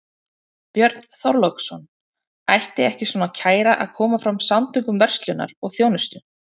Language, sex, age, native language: Icelandic, female, 30-39, Icelandic